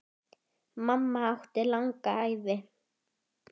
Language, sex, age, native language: Icelandic, female, 10, Icelandic